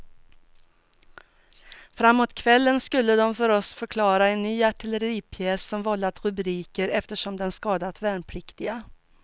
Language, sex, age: Swedish, female, 42